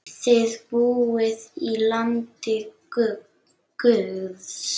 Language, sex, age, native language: Icelandic, female, 8, Icelandic